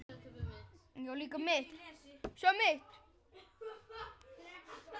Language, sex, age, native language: Icelandic, male, 9, Icelandic